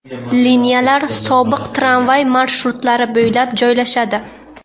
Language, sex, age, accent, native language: Uzbek, female, 18-24, Buxoro, Uzbek